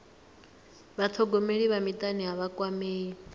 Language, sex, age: Venda, female, 39